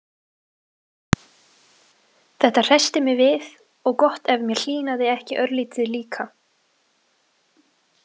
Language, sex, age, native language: Icelandic, female, 20-29, Icelandic